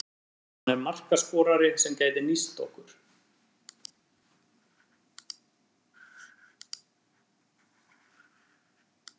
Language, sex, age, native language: Icelandic, male, 30-39, Icelandic